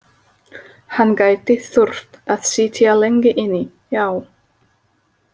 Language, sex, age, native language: Icelandic, female, 30-39, Slovak